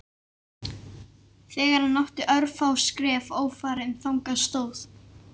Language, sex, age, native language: Icelandic, male, 11, Icelandic